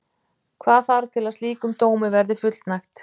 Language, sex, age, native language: Icelandic, female, 50-59, Icelandic